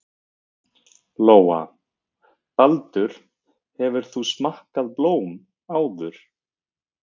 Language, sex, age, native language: Icelandic, male, 30-39, Icelandic